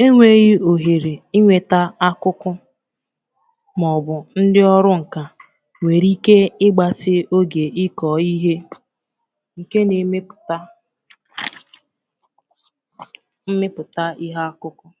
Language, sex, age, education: Igbo, female, 15-29, tertiary